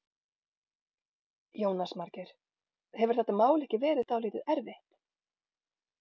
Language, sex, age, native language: Icelandic, female, 40-49, Icelandic